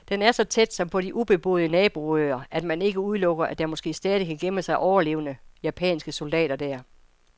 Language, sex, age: Danish, female, 55